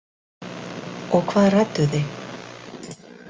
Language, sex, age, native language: Icelandic, female, 60-69, Icelandic